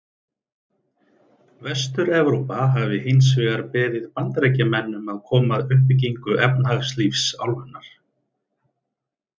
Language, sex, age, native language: Icelandic, male, 30-39, Icelandic